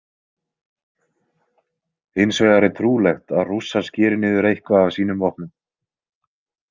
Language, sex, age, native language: Icelandic, male, 20-29, Icelandic